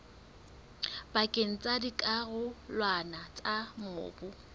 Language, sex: Southern Sotho, female